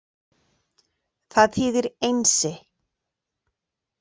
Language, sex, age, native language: Icelandic, female, 40-49, Icelandic